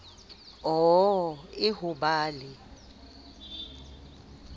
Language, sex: Southern Sotho, female